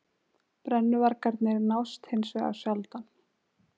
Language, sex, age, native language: Icelandic, female, 20-29, Icelandic